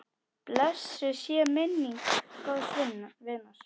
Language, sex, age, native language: Icelandic, female, 10, Icelandic